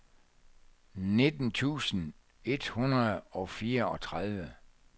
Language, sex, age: Danish, male, 64